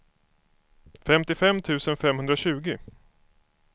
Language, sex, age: Swedish, male, 25